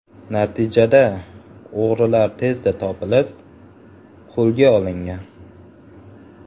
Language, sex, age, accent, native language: Uzbek, male, 18-24, Farg'ona, Uzbek